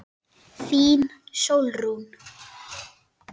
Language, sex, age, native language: Icelandic, male, 9, Icelandic